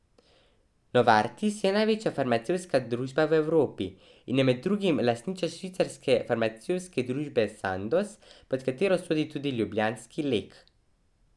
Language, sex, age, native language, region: Slovenian, male, 12-17, Slovenian, Drava region